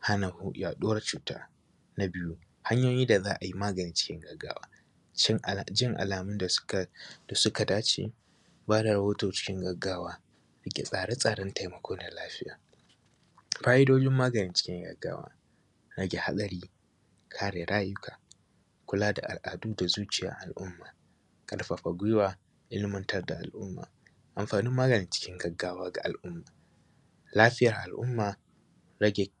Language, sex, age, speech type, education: Hausa, male, 15-29, spontaneous, primary